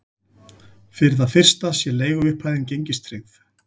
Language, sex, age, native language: Icelandic, male, 40-49, Icelandic